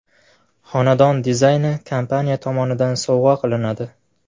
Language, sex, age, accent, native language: Uzbek, male, 18-24, Farg'ona, Uzbek